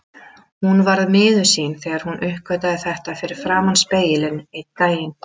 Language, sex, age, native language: Icelandic, female, 30-39, Icelandic